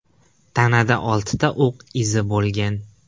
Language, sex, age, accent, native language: Uzbek, male, 18-24, Qashqadaryo, Uzbek